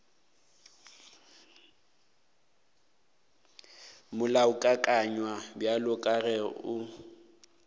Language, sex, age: Northern Sotho, male, 18